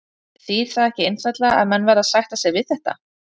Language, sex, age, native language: Icelandic, female, 30-39, Icelandic